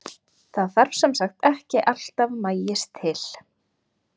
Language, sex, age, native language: Icelandic, female, 30-39, Icelandic